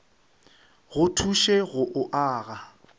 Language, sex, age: Northern Sotho, male, 23